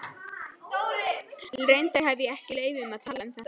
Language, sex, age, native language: Icelandic, female, 11, Icelandic